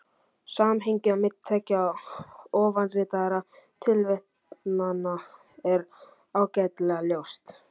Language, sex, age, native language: Icelandic, male, 11, Icelandic